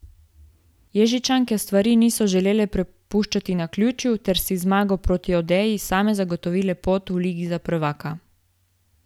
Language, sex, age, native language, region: Slovenian, female, 18-29, Slovenian, Gorica region